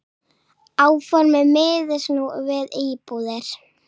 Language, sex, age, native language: Icelandic, female, 7, Icelandic